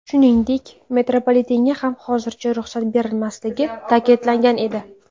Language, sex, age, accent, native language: Uzbek, female, 19-29, Samarqand, Uzbek